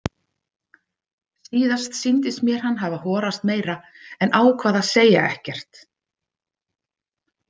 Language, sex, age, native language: Icelandic, female, 50-59, Icelandic